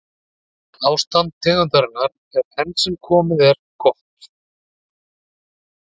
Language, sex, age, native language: Icelandic, male, 40-49, Icelandic